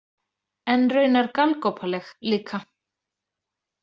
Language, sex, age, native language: Icelandic, female, 30-39, Icelandic